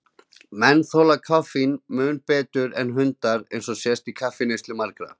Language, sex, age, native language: Icelandic, male, 20-29, Icelandic